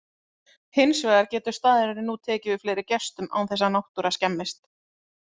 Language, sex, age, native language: Icelandic, female, 30-39, Icelandic